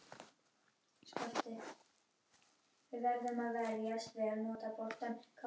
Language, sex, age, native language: Icelandic, female, 18-19, Icelandic